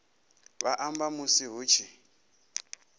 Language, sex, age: Venda, male, 27